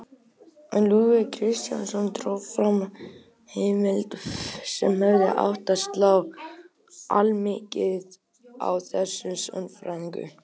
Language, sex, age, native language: Icelandic, male, 18-19, Icelandic